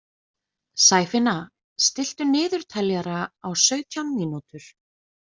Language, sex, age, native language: Icelandic, female, 20-29, Icelandic